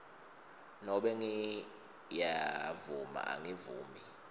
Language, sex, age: Swati, male, 22